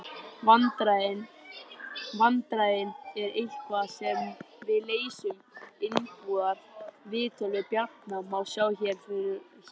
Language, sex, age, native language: Icelandic, male, 20-29, Icelandic